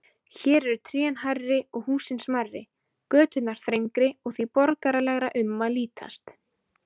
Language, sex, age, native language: Icelandic, female, 20-29, Icelandic